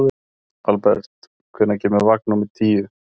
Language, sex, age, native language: Icelandic, male, 30-39, Icelandic